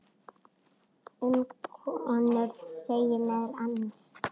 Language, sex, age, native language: Icelandic, female, 10, Icelandic